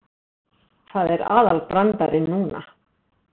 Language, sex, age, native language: Icelandic, female, 60-69, Icelandic